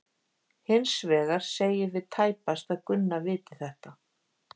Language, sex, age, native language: Icelandic, female, 50-59, Icelandic